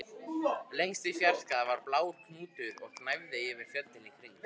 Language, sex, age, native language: Icelandic, male, 50-59, Icelandic